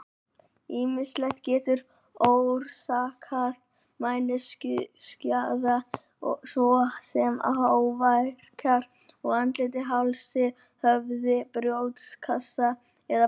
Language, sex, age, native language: Icelandic, male, 18-19, Icelandic